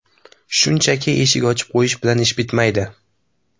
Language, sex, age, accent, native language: Uzbek, male, 18-24, Samarqand, Uzbek